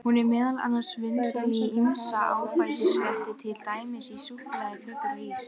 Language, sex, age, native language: Icelandic, female, 18-19, Icelandic